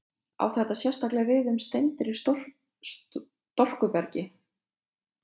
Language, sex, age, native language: Icelandic, female, 20-29, Lithuanian